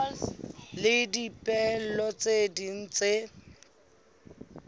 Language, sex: Southern Sotho, female